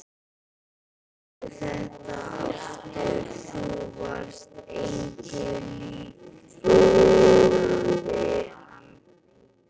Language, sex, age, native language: Icelandic, male, 13, Icelandic